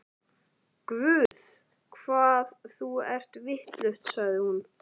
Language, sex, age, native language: Icelandic, male, 11, Icelandic